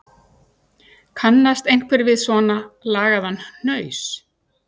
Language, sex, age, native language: Icelandic, female, 60-69, Icelandic